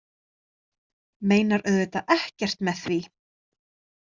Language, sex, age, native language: Icelandic, female, 30-39, Icelandic